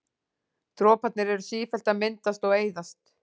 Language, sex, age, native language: Icelandic, female, 40-49, Icelandic